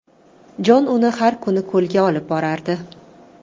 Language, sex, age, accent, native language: Uzbek, female, 25-34, Toshkent shahri, Uzbek